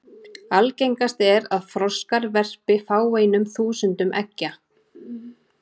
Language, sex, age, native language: Icelandic, female, 30-39, Icelandic